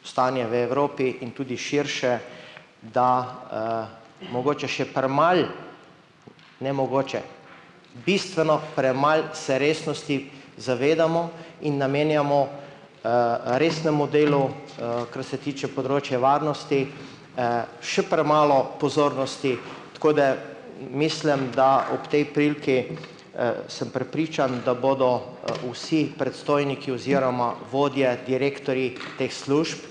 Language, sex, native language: Slovenian, male, Slovenian